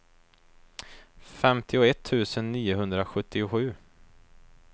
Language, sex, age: Swedish, male, 23